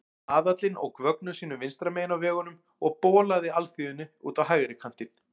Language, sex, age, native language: Icelandic, male, 40-49, Icelandic